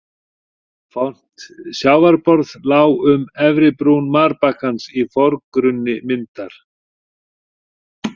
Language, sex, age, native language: Icelandic, male, 40-49, Icelandic